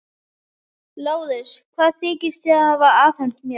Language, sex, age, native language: Icelandic, female, 11, Icelandic